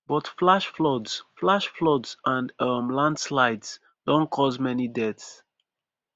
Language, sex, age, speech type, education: Nigerian Pidgin, male, 15-29, spontaneous, tertiary